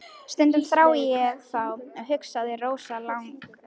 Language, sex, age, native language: Icelandic, female, 11, Icelandic